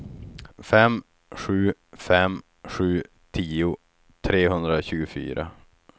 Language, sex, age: Swedish, male, 36